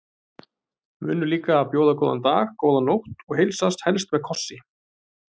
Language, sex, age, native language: Icelandic, male, 30-39, Icelandic